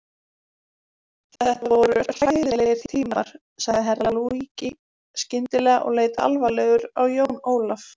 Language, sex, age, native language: Icelandic, female, 20-29, Icelandic